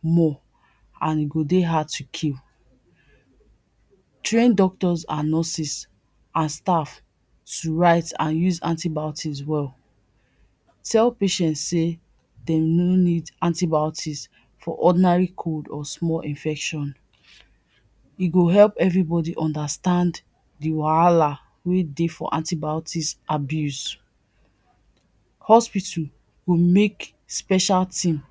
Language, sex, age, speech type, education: Nigerian Pidgin, female, 30-45, spontaneous, tertiary